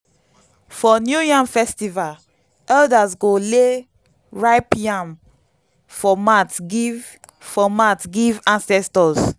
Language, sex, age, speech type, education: Nigerian Pidgin, female, 15-29, spontaneous, tertiary